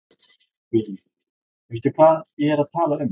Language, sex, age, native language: Icelandic, male, 20-29, Icelandic